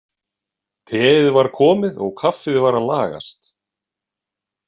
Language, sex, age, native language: Icelandic, male, 40-49, Icelandic